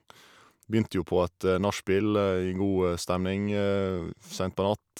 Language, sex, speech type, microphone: Norwegian, male, spontaneous, Shure